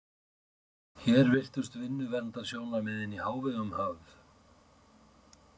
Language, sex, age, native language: Icelandic, male, 50-59, Icelandic